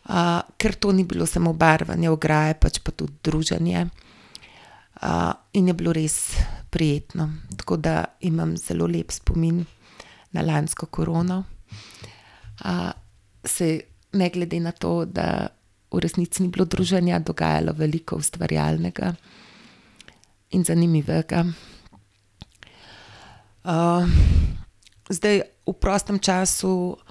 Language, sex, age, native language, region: Slovenian, female, 50-59, Slovenian, Gorenjska region